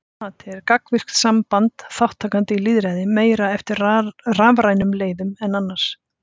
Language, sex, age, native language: Icelandic, female, 50-59, Icelandic